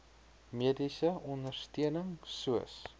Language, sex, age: Afrikaans, male, 23